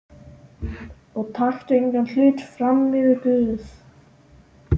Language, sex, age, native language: Icelandic, male, 12, Icelandic